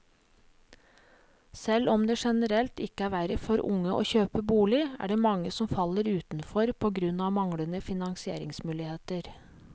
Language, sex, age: Norwegian, female, 37